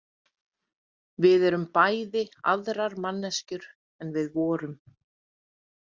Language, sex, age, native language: Icelandic, female, 30-39, Icelandic